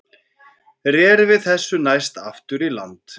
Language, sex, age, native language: Icelandic, female, 14, Icelandic